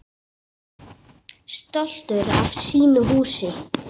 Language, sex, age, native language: Icelandic, male, 8, Icelandic